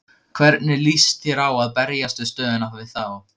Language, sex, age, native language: Icelandic, male, 15, Icelandic